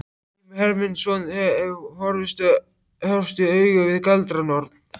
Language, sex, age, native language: Icelandic, male, 14, Icelandic